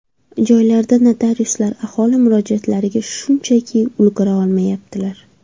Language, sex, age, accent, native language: Uzbek, female, 25-34, Surxondaryo, Uzbek